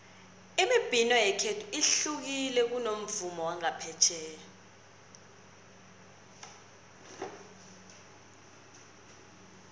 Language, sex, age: South Ndebele, female, 21